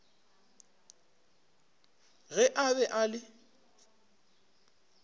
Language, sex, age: Northern Sotho, male, 25